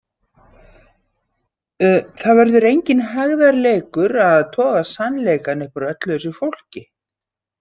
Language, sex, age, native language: Icelandic, female, 60-69, Icelandic